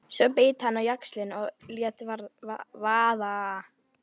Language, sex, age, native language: Icelandic, female, 11, Icelandic